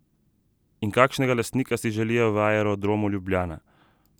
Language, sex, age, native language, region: Slovenian, male, 30-49, Slovenian, Southeast Slovenia